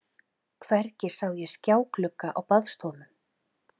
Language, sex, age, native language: Icelandic, male, 11, Icelandic